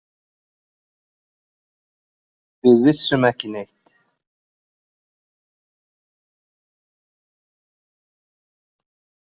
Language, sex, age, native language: Icelandic, male, 40-49, Icelandic